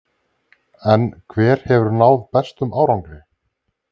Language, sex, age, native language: Icelandic, male, 30-39, Icelandic